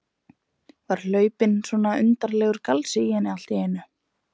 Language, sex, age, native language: Icelandic, female, 20-29, Icelandic